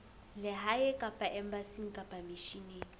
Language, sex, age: Southern Sotho, female, 19